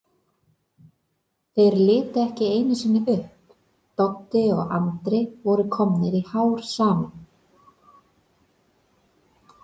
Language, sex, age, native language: Icelandic, female, 30-39, Icelandic